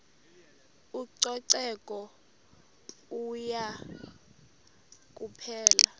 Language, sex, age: Xhosa, female, 26